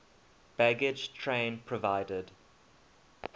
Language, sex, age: English, male, 21